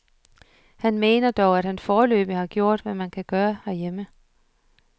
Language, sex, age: Danish, female, 47